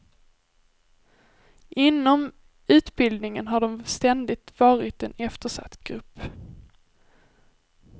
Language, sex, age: Swedish, female, 23